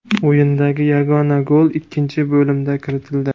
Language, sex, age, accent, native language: Uzbek, male, 18-24, Jizzax, Uzbek